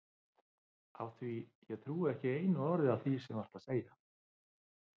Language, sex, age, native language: Icelandic, male, 50-59, Icelandic